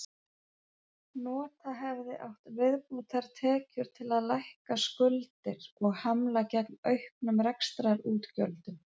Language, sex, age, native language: Icelandic, female, 40-49, Icelandic